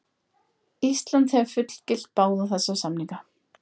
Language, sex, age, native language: Icelandic, female, 20-29, Icelandic